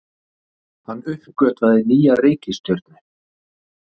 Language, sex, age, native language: Icelandic, male, 30-39, Icelandic